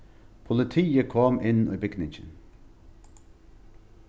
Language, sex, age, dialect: Faroese, male, 36-60, Norðurstreymoy/Eysturoy